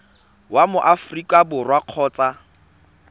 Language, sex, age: Tswana, male, 24